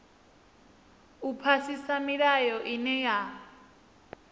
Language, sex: Venda, female